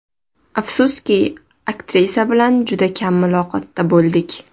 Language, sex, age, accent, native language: Uzbek, female, 18-24, Toshkent shahri, Uzbek